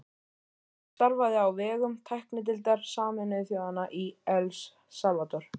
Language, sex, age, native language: Icelandic, male, 13, Icelandic